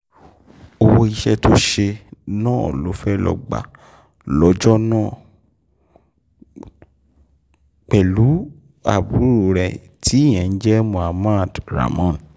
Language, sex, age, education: Yoruba, male, 15-29, tertiary